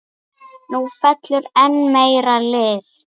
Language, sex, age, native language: Icelandic, female, 8, Icelandic